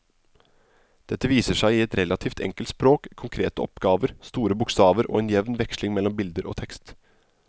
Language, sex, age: Norwegian, male, 27